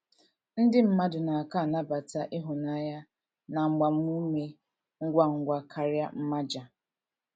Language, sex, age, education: Igbo, female, 15-29, tertiary